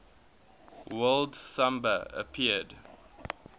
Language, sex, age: English, male, 21